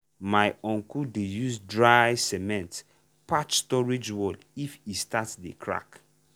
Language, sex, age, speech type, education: Nigerian Pidgin, male, 15-29, spontaneous, tertiary